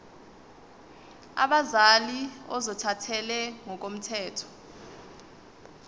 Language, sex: Zulu, female